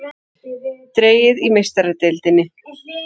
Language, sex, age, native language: Icelandic, female, 40-49, Icelandic